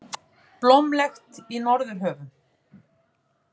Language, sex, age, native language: Icelandic, female, 50-59, Icelandic